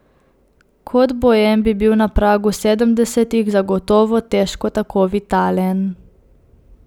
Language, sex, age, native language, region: Slovenian, female, 18-29, Slovenian, Coastal Karst region